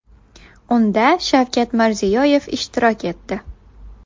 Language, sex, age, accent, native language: Uzbek, female, 19-29, Buxoro, Uzbek